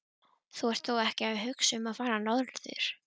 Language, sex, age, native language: Icelandic, female, 12, Icelandic